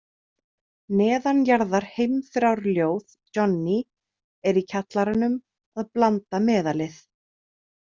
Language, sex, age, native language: Icelandic, female, 30-39, Icelandic